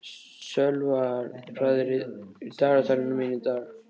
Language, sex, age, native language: Icelandic, male, 13, Icelandic